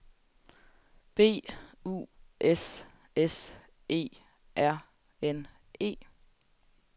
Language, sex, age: Danish, female, 20